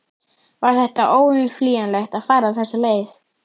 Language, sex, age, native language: Icelandic, female, 11, Icelandic